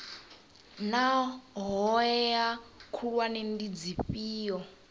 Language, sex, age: Venda, female, 27